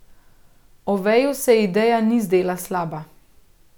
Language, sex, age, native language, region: Slovenian, female, 30-49, Slovenian, Central Slovenia